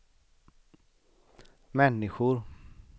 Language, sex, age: Swedish, male, 38